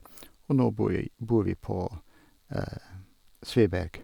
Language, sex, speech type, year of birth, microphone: Norwegian, male, spontaneous, 1962, Sennheiser